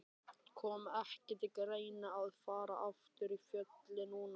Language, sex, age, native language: Icelandic, male, 12, Icelandic